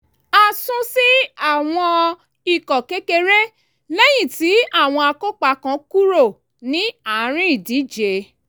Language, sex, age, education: Yoruba, female, 30-45, tertiary